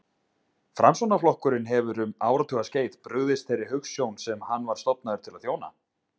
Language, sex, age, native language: Icelandic, male, 20-29, Icelandic